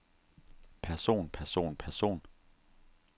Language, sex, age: Danish, male, 30